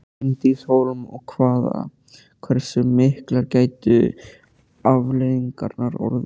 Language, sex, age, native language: Icelandic, male, 13, Icelandic